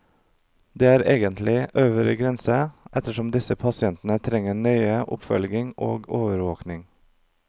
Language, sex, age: Norwegian, male, 32